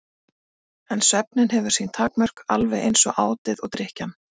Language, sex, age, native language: Icelandic, female, 40-49, Icelandic